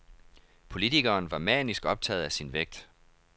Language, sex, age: Danish, male, 31